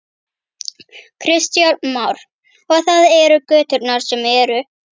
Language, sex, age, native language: Icelandic, female, 11, Icelandic